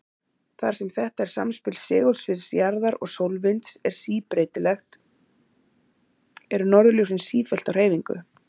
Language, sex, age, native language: Icelandic, female, 40-49, Icelandic